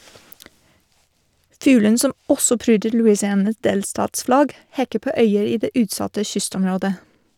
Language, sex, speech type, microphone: Norwegian, female, read, Shure